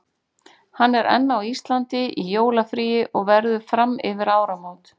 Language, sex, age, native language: Icelandic, female, 40-49, Icelandic